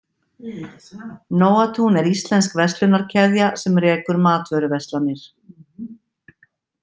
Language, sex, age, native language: Icelandic, female, 50-59, Icelandic